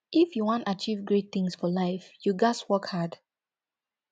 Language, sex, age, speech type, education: Nigerian Pidgin, female, 15-29, spontaneous, tertiary